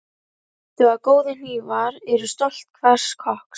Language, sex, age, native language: Icelandic, female, 11, Icelandic